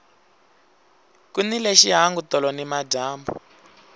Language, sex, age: Tsonga, male, 20